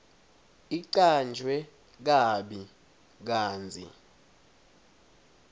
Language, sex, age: Swati, male, 21